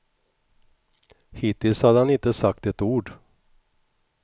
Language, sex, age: Swedish, male, 61